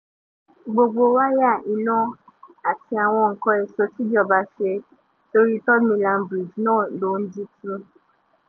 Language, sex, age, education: Yoruba, female, 15-29, tertiary